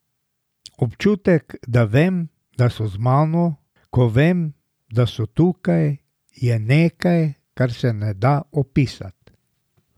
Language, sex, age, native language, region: Slovenian, male, 60+, Slovenian, Drava region